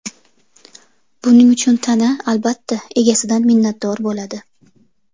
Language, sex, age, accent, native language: Uzbek, female, 25-34, Toshkent shahri, Uzbek